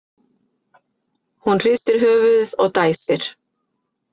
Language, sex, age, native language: Icelandic, female, 50-59, Icelandic